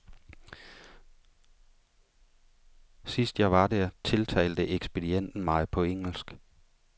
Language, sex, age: Danish, male, 35